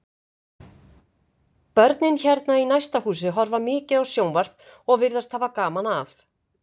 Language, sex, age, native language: Icelandic, female, 50-59, Icelandic